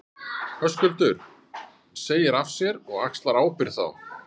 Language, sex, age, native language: Icelandic, male, 30-39, Icelandic